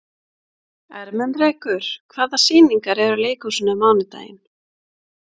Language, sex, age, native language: Icelandic, female, 30-39, Icelandic